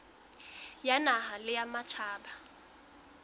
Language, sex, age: Southern Sotho, female, 21